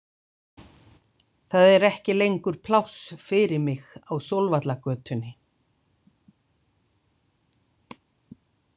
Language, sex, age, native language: Icelandic, female, 60-69, Icelandic